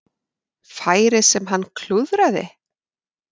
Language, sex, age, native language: Icelandic, female, 40-49, Icelandic